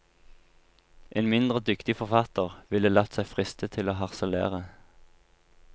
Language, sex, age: Norwegian, male, 23